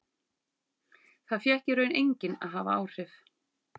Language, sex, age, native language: Icelandic, female, 40-49, Icelandic